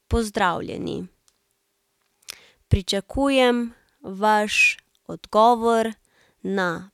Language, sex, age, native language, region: Slovenian, female, 18-29, Slovenian, Central Slovenia